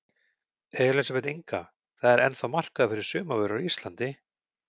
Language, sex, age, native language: Icelandic, male, 40-49, Icelandic